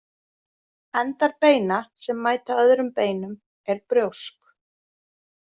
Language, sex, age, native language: Icelandic, female, 40-49, Icelandic